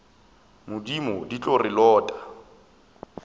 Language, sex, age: Northern Sotho, male, 24